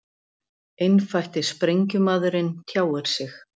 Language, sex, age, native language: Icelandic, female, 40-49, Icelandic